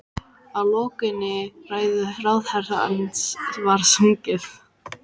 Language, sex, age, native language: Icelandic, female, 14, Icelandic